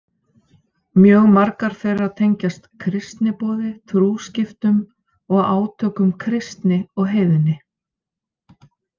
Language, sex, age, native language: Icelandic, female, 50-59, Icelandic